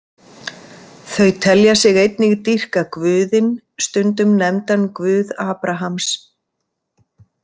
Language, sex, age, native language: Icelandic, female, 50-59, Icelandic